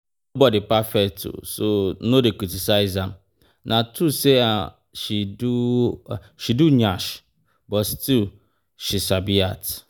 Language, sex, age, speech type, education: Nigerian Pidgin, male, 30-45, spontaneous, tertiary